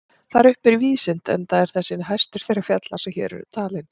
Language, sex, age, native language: Icelandic, female, 40-49, Icelandic